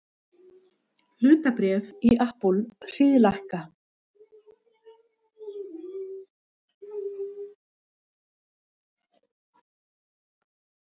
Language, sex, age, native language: Icelandic, female, 50-59, Icelandic